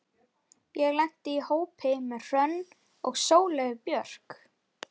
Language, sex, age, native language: Icelandic, female, 11, Icelandic